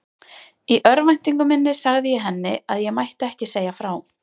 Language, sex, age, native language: Icelandic, female, 30-39, Icelandic